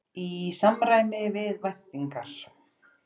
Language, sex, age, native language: Icelandic, female, 40-49, Icelandic